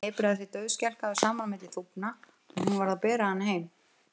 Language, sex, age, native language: Icelandic, female, 50-59, Icelandic